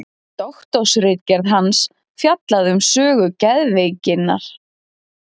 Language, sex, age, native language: Icelandic, female, 30-39, Icelandic